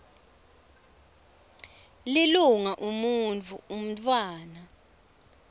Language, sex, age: Swati, female, 24